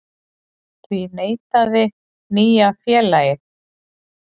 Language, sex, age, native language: Icelandic, female, 40-49, Icelandic